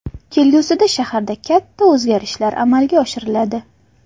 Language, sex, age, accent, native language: Uzbek, female, 18-24, Farg'ona, Uzbek